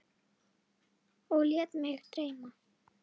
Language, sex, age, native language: Icelandic, female, 8, Icelandic